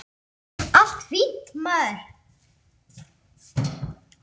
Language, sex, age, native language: Icelandic, female, 8, Icelandic